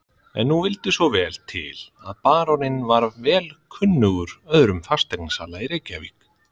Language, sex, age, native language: Icelandic, male, 30-39, Icelandic